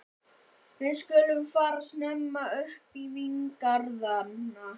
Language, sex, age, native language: Icelandic, male, 11, Icelandic